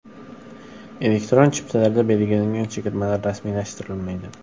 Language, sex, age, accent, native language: Uzbek, male, under 19, Samarqand, Uzbek